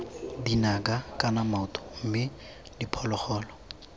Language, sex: Tswana, male